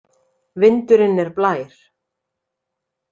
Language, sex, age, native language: Icelandic, female, 30-39, Icelandic